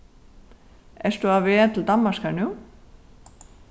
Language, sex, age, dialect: Faroese, female, 36-60, Suðurstreymoy